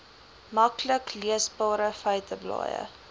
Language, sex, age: Afrikaans, female, 20